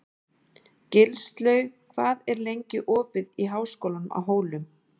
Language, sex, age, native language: Icelandic, female, 40-49, Icelandic